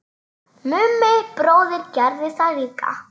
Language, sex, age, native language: Icelandic, male, 9, Icelandic